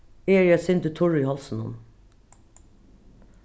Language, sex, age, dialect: Faroese, female, 36-60, Norðuroyggjar